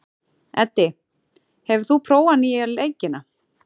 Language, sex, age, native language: Icelandic, female, 40-49, Icelandic